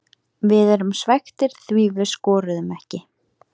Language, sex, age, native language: Icelandic, female, 18-19, Icelandic